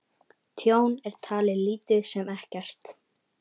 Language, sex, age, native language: Icelandic, male, 18-19, Icelandic